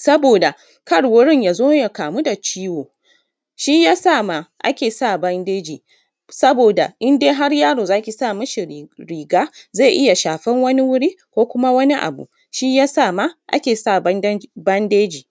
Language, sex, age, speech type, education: Hausa, female, 15-29, spontaneous, tertiary